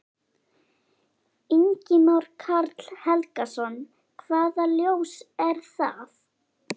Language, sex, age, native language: Icelandic, female, 11, Icelandic